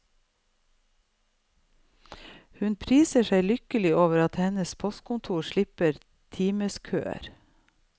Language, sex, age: Norwegian, female, 55